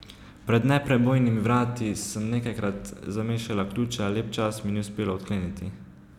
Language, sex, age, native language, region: Slovenian, male, 18-29, Slovenian, Savinja region